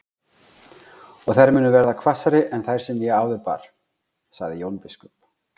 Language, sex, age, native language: Icelandic, male, 40-49, Icelandic